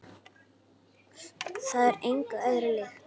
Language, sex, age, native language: Icelandic, female, 8, Icelandic